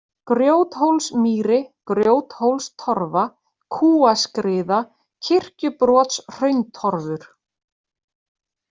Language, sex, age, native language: Icelandic, female, 40-49, Icelandic